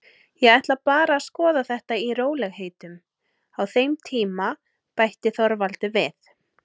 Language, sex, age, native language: Icelandic, female, 30-39, Icelandic